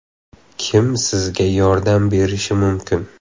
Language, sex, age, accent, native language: Uzbek, male, 18-24, Xorazm, Uzbek